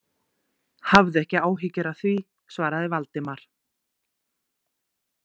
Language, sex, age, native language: Icelandic, female, 40-49, Icelandic